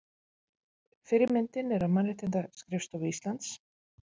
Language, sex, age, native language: Icelandic, female, 50-59, Icelandic